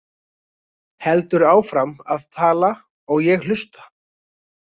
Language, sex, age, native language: Icelandic, male, 20-29, Icelandic